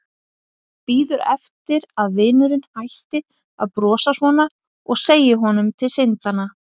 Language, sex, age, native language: Icelandic, female, 50-59, Icelandic